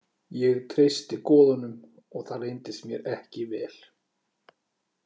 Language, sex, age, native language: Icelandic, male, 40-49, Icelandic